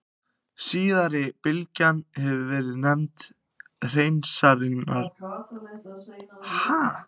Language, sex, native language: Icelandic, other, Icelandic